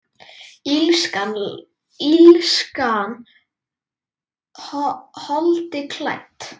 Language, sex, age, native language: Icelandic, male, 10, Icelandic